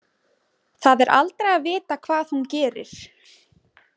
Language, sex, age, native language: Icelandic, female, 20-29, Icelandic